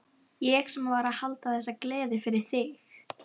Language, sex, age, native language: Icelandic, female, 11, Icelandic